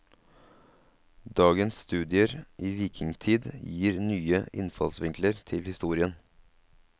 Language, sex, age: Norwegian, male, 27